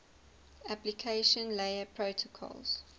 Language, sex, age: English, female, 19